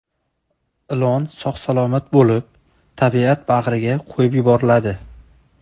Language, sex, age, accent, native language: Uzbek, male, 19-29, Samarqand, Uzbek